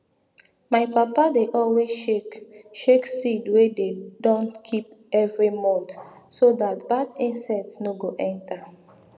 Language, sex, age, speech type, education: Nigerian Pidgin, female, 30-45, spontaneous, tertiary